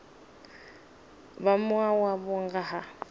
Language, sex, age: Venda, female, 26